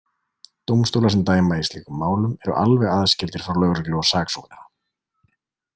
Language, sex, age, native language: Icelandic, male, 20-29, Icelandic